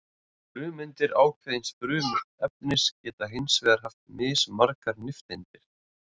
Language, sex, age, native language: Icelandic, male, 30-39, Icelandic